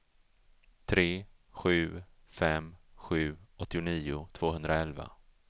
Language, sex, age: Swedish, male, 34